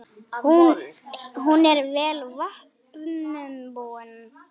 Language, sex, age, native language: Icelandic, female, 10, Icelandic